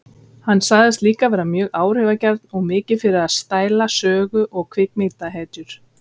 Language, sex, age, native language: Icelandic, female, 30-39, Icelandic